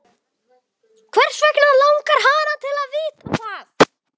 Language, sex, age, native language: Icelandic, male, 12, Icelandic